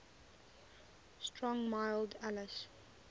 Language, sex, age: English, female, 20